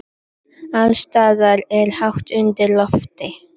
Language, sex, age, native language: Icelandic, female, 11, Icelandic